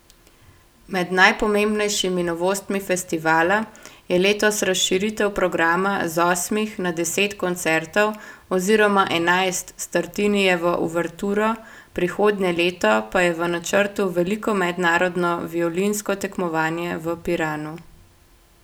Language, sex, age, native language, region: Slovenian, female, 18-29, Slovenian, Gorenjska region